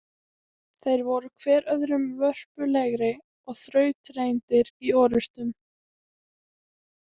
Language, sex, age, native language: Icelandic, female, 18-19, Icelandic